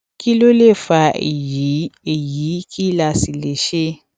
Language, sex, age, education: Yoruba, female, 15-29, tertiary